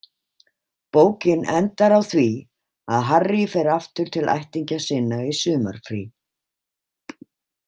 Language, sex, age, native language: Icelandic, female, 50-59, Icelandic